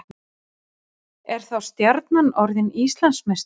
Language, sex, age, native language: Icelandic, female, 40-49, Icelandic